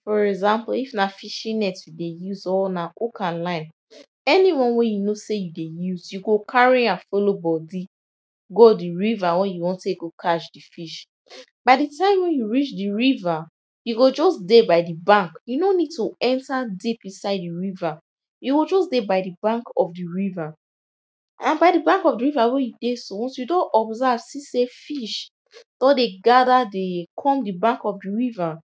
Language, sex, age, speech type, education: Nigerian Pidgin, female, 15-29, spontaneous, tertiary